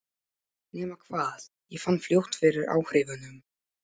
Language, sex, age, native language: Icelandic, male, 12, Polish